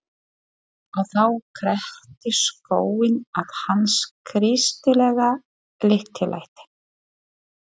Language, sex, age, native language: Icelandic, female, 40-49, Polish